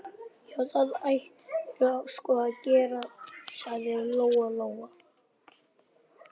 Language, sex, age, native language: Icelandic, male, 11, Icelandic